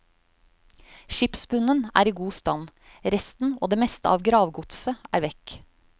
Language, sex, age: Norwegian, female, 35